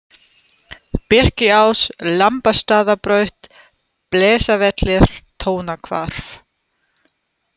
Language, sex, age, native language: Icelandic, female, 30-39, German